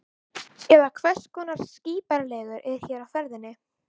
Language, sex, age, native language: Icelandic, female, 11, Icelandic